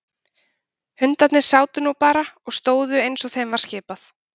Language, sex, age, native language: Icelandic, female, 30-39, Icelandic